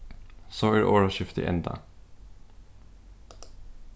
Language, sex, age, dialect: Faroese, male, 15-35, Suðurstreymoy